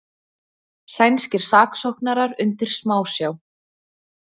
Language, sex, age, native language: Icelandic, female, 20-29, Icelandic